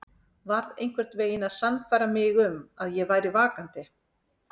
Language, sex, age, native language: Icelandic, female, 40-49, Icelandic